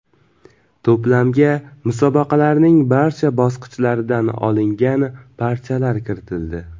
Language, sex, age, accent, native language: Uzbek, male, 18-24, Navoiy, Uzbek